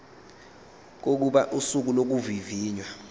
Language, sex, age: Zulu, male, 21